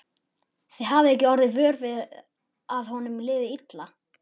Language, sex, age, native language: Icelandic, male, 11, Icelandic